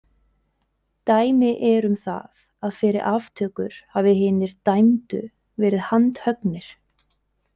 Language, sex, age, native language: Icelandic, female, 20-29, Icelandic